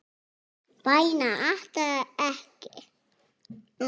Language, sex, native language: Icelandic, female, Icelandic